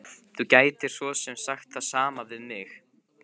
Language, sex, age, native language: Icelandic, male, 15, Icelandic